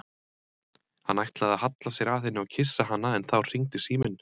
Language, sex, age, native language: Icelandic, male, 30-39, Icelandic